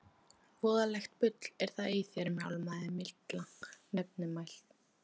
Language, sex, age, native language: Icelandic, female, 13, Polish